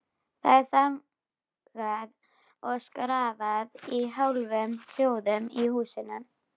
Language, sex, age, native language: Icelandic, female, 12, Icelandic